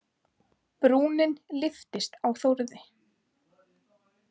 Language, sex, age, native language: Icelandic, female, 20-29, Icelandic